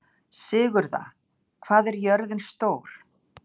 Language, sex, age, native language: Icelandic, female, 60-69, Icelandic